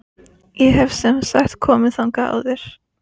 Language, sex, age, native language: Icelandic, female, 15, Icelandic